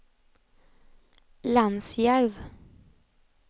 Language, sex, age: Swedish, female, 20